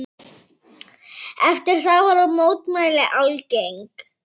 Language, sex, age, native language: Icelandic, female, 9, Icelandic